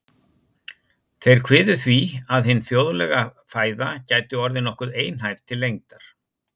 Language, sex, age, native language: Icelandic, male, 60-69, Icelandic